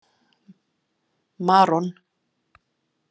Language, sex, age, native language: Icelandic, female, 50-59, Icelandic